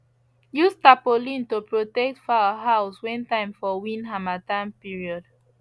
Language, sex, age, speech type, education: Nigerian Pidgin, female, 15-29, spontaneous, secondary